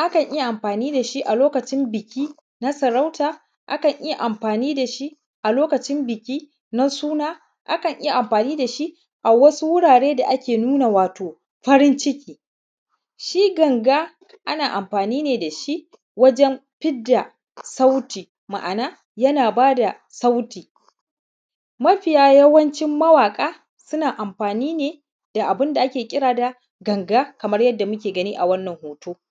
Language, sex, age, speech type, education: Hausa, male, 30-45, spontaneous, primary